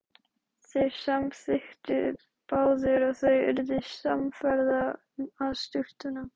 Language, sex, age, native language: Icelandic, female, 12, Icelandic